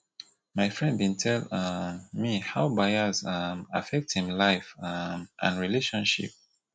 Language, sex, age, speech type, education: Nigerian Pidgin, male, 30-45, spontaneous, tertiary